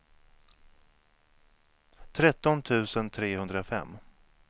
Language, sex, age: Swedish, male, 37